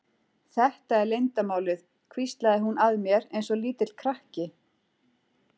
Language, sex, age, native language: Icelandic, female, 40-49, Icelandic